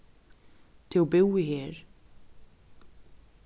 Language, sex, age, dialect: Faroese, female, 36-60, Vágar